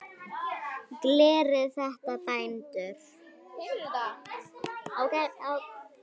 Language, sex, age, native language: Icelandic, female, 9, Icelandic